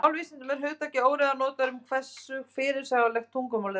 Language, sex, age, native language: Icelandic, female, 30-39, Icelandic